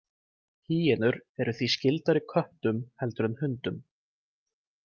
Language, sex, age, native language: Icelandic, male, 20-29, Icelandic